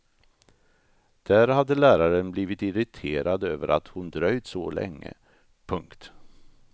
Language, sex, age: Swedish, male, 64